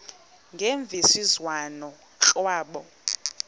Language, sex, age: Xhosa, female, 20